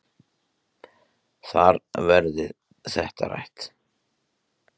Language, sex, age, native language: Icelandic, male, 30-39, Icelandic